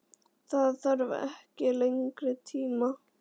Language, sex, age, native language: Icelandic, female, 11, Icelandic